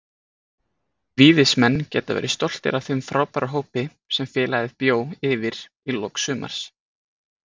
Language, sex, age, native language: Icelandic, male, 20-29, Icelandic